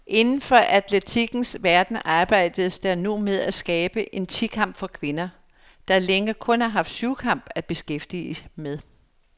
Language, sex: Danish, female